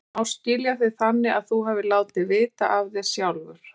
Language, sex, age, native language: Icelandic, female, 50-59, Icelandic